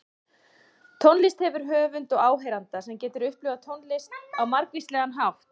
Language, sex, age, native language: Icelandic, female, 30-39, Icelandic